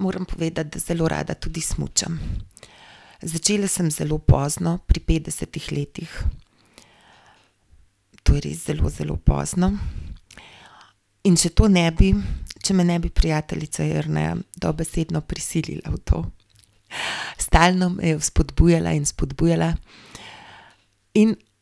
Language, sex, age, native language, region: Slovenian, female, 50-59, Slovenian, Gorenjska region